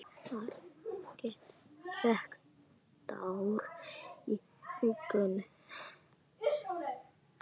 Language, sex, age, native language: Icelandic, female, 8, Icelandic